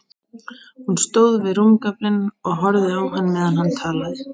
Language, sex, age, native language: Icelandic, female, 18-19, Icelandic